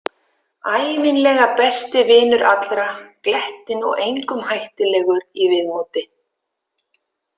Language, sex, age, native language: Icelandic, female, 50-59, Icelandic